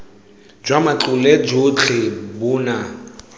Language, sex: Tswana, male